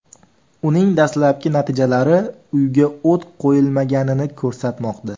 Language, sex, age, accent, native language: Uzbek, male, 18-24, Farg'ona, Uzbek